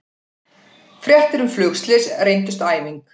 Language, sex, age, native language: Icelandic, female, 40-49, Icelandic